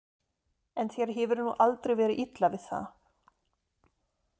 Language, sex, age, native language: Icelandic, female, 30-39, German